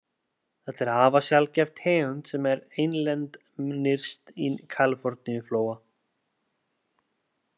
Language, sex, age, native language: Icelandic, male, 30-39, Icelandic